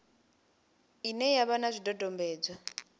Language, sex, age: Venda, female, 28